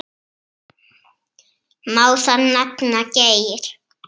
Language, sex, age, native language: Icelandic, female, 7, Icelandic